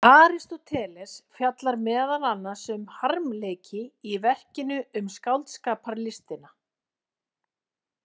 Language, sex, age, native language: Icelandic, female, 40-49, Icelandic